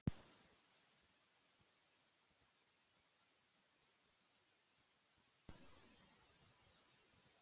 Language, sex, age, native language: Icelandic, female, 18-19, Icelandic